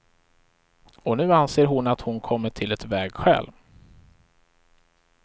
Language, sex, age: Swedish, male, 35